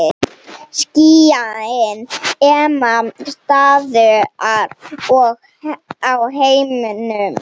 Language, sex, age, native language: Icelandic, female, 7, Icelandic